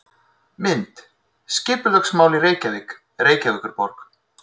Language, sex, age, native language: Icelandic, male, 30-39, Icelandic